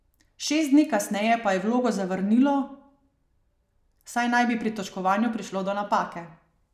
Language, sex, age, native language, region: Slovenian, female, 30-49, Slovenian, Savinja region